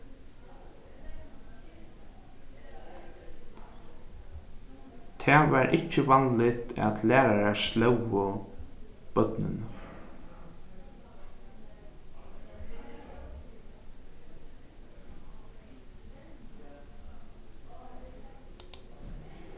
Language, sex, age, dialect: Faroese, male, 15-35, Norðuroyggjar